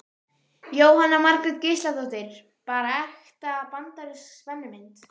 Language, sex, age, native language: Icelandic, female, 13, Icelandic